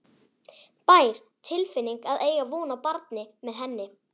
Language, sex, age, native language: Icelandic, female, 11, Icelandic